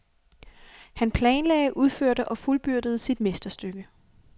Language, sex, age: Danish, female, 28